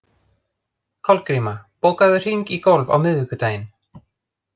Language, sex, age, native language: Icelandic, other, 30-39, Icelandic